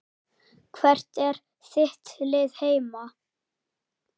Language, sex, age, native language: Icelandic, male, 8, Icelandic